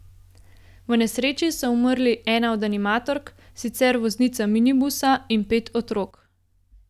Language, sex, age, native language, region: Slovenian, female, 18-29, Slovenian, Gorenjska region